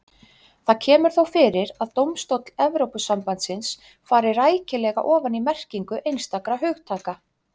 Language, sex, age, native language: Icelandic, female, 30-39, Icelandic